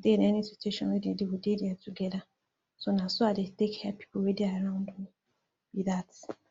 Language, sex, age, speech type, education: Nigerian Pidgin, female, 46-60, spontaneous, tertiary